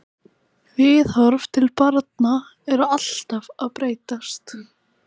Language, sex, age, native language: Icelandic, female, 18-19, Icelandic